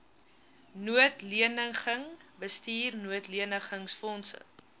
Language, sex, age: Afrikaans, female, 19